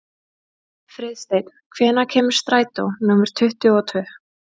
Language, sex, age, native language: Icelandic, female, 20-29, Icelandic